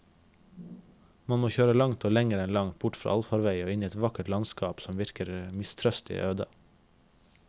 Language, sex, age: Norwegian, male, 21